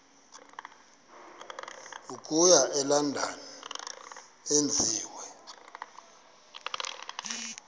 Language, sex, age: Xhosa, male, 23